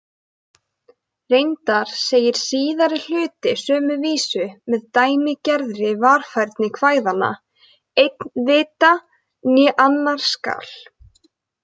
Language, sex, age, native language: Icelandic, female, 20-29, Icelandic